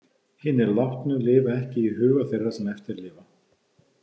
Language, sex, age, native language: Icelandic, male, 50-59, Icelandic